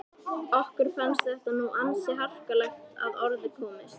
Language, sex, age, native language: Icelandic, female, 11, Icelandic